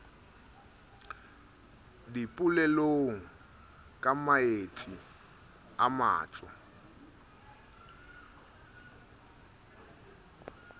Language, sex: Southern Sotho, male